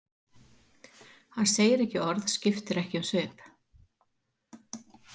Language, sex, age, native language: Icelandic, female, 40-49, Icelandic